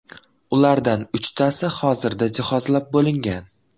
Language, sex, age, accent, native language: Uzbek, male, 12-17, Toshkent viloyati, Uzbek